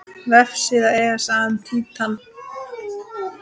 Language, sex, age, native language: Icelandic, male, 10, Icelandic